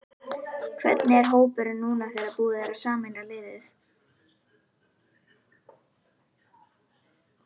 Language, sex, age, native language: Icelandic, female, 11, Icelandic